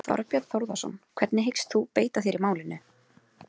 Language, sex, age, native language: Icelandic, female, 20-29, Icelandic